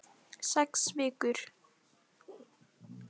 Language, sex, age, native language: Icelandic, female, 10, Icelandic